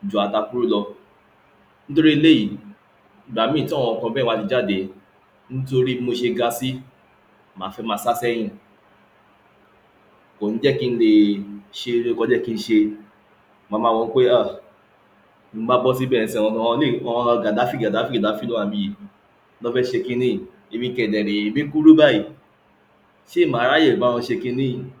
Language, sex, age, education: Yoruba, male, 60+, tertiary